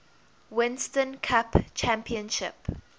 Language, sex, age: English, female, 21